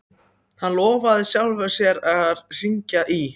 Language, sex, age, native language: Icelandic, other, 14, Icelandic